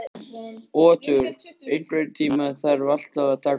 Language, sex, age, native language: Icelandic, male, 13, Icelandic